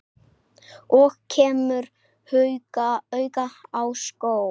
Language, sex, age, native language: Icelandic, male, 8, Icelandic